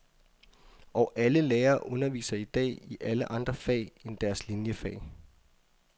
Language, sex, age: Danish, male, 24